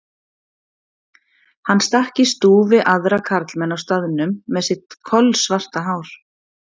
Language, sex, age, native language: Icelandic, female, 40-49, Icelandic